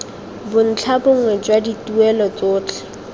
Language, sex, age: Tswana, female, 23